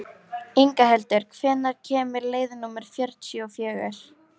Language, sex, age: Icelandic, female, 18-19